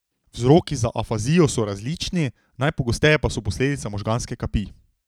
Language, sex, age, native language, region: Slovenian, male, 18-29, Slovenian, Drava region